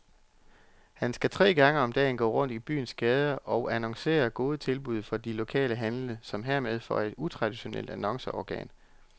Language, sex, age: Danish, male, 34